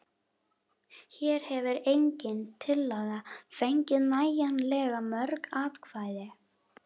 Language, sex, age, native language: Icelandic, female, 11, Icelandic